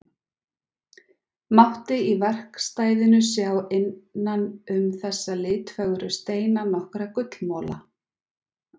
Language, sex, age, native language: Icelandic, female, 40-49, Icelandic